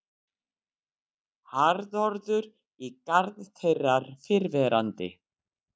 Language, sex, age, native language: Icelandic, female, 60-69, Icelandic